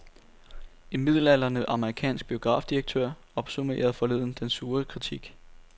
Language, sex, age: Danish, male, 18